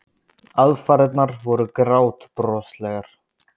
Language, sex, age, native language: Icelandic, male, 20-29, Icelandic